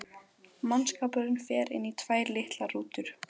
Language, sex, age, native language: Icelandic, female, 12, Icelandic